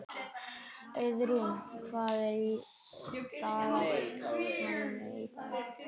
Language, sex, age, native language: Icelandic, male, 11, Icelandic